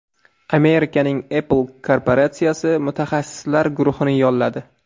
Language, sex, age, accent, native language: Uzbek, male, 18-24, Surxondaryo, Uzbek